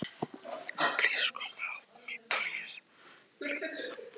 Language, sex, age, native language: Icelandic, other, 18-19, Icelandic